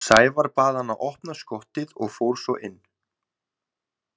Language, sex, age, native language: Icelandic, male, 20-29, Icelandic